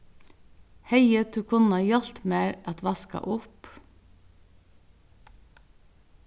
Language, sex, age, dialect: Faroese, female, 36-60, Norðurstreymoy/Eysturoy